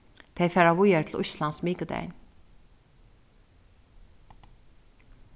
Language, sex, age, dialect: Faroese, female, 36-60, Suðuroy